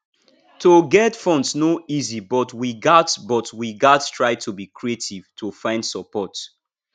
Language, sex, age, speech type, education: Nigerian Pidgin, male, 15-29, spontaneous, tertiary